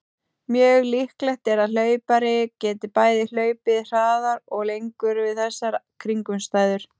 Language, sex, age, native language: Icelandic, female, 18-19, Icelandic